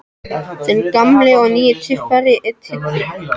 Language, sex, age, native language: Icelandic, other, 13, Icelandic